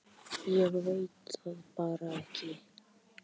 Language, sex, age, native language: Icelandic, male, 10, Icelandic